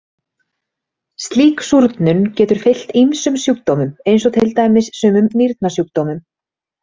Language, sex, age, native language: Icelandic, female, 30-39, Icelandic